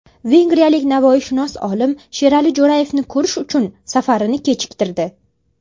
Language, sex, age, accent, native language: Uzbek, female, under 19, Farg'ona, Uzbek